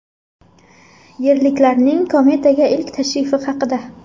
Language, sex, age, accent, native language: Uzbek, female, 18-24, Toshkent shahri, Uzbek